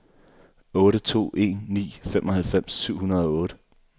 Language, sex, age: Danish, male, 24